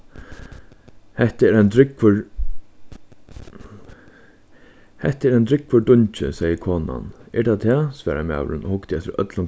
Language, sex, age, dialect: Faroese, male, 15-35, Suðurstreymoy